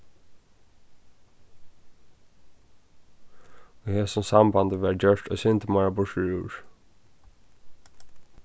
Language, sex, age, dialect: Faroese, male, 15-35, Norðurstreymoy/Eysturoy